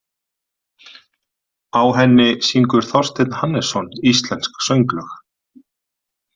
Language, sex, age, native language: Icelandic, male, 40-49, Icelandic